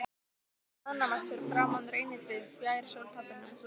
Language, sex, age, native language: Icelandic, female, 15, Icelandic